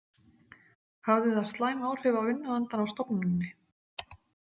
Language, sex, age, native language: Icelandic, female, 40-49, Icelandic